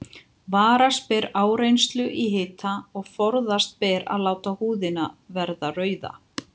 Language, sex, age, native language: Icelandic, female, 50-59, Icelandic